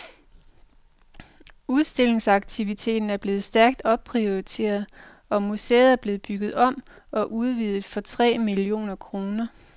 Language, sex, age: Danish, female, 45